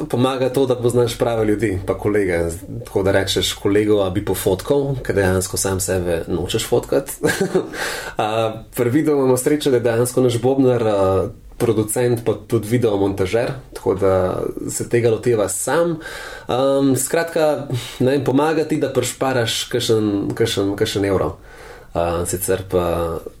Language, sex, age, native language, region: Slovenian, male, 30-49, Slovenian, Central Slovenia